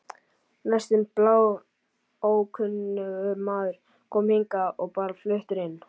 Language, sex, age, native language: Icelandic, male, 11, Icelandic